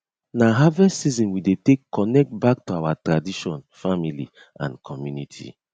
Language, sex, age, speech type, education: Nigerian Pidgin, male, 30-45, spontaneous, tertiary